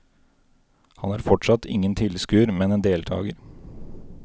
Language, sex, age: Norwegian, male, 29